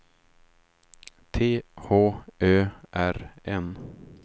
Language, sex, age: Swedish, male, 36